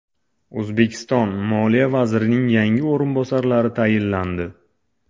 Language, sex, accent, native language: Uzbek, male, Toshkent shahri, Uzbek